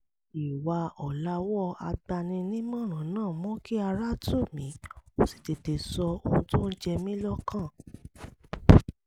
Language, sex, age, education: Yoruba, female, 30-45, tertiary